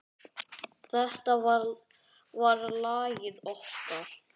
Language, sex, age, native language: Icelandic, male, 9, Icelandic